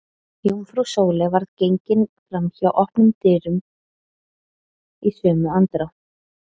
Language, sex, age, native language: Icelandic, female, 30-39, Icelandic